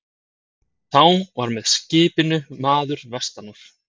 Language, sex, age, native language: Icelandic, male, 30-39, Icelandic